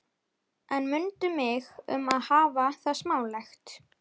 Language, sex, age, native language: Icelandic, female, 11, Icelandic